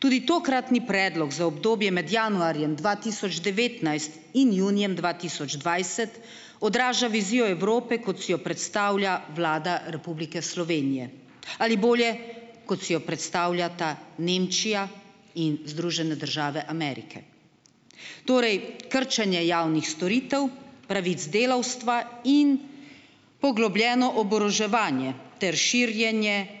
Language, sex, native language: Slovenian, female, Slovenian